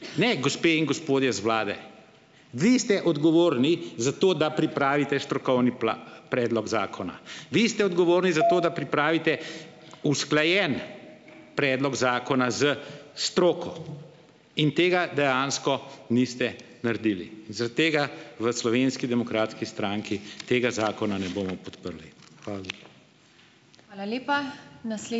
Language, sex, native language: Slovenian, male, Slovenian